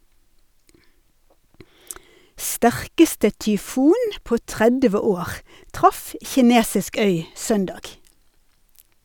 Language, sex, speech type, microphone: Norwegian, female, read, Sennheiser